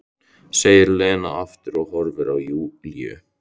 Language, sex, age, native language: Icelandic, male, 13, Icelandic